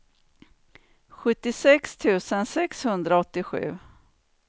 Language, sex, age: Swedish, female, 49